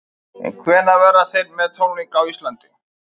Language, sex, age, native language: Icelandic, male, 50-59, Icelandic